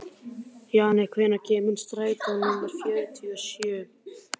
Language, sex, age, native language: Icelandic, male, 12, Icelandic